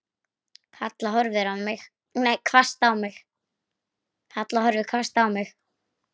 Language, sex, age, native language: Icelandic, female, 8, Icelandic